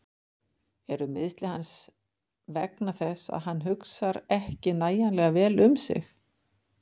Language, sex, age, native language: Icelandic, female, 50-59, Icelandic